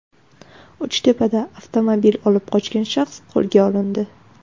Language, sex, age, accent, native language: Uzbek, female, 19-29, Farg'ona, Uzbek